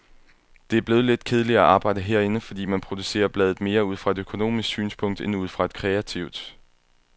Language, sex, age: Danish, male, 21